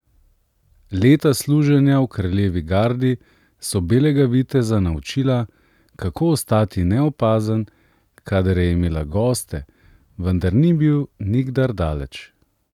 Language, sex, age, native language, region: Slovenian, male, 30-49, Slovenian, Central Slovenia